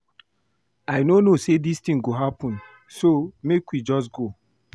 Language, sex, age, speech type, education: Nigerian Pidgin, male, 15-29, read, primary